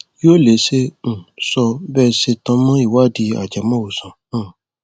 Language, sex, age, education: Yoruba, male, 15-29, tertiary